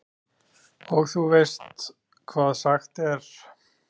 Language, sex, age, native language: Icelandic, male, 30-39, Icelandic